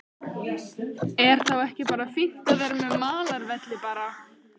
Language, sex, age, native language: Icelandic, female, 15, Icelandic